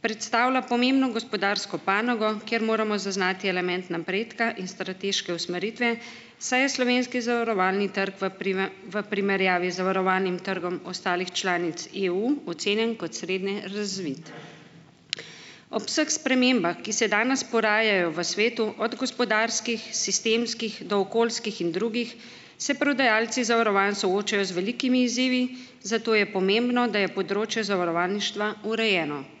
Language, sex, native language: Slovenian, female, Slovenian